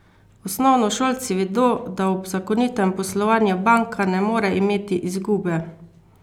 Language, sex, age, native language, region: Slovenian, female, 50-59, Slovenian, Carinthia region